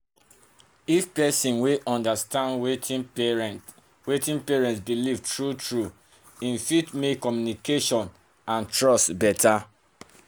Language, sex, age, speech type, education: Nigerian Pidgin, male, 30-45, spontaneous, tertiary